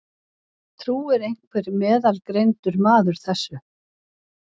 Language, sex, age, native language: Icelandic, female, 60-69, Icelandic